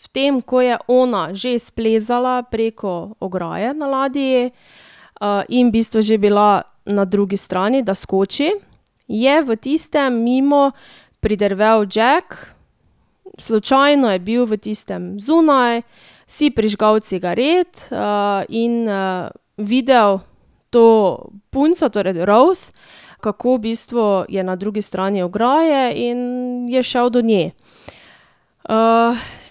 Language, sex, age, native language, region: Slovenian, female, 18-29, Slovenian, Drava region